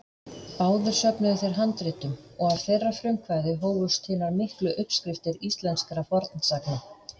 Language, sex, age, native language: Icelandic, female, 50-59, Icelandic